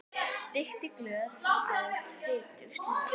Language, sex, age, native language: Icelandic, female, 10, Icelandic